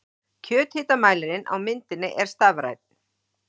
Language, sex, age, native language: Icelandic, female, 40-49, Icelandic